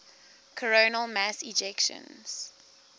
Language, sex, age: English, female, 19